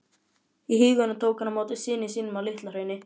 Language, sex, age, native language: Icelandic, male, 11, Icelandic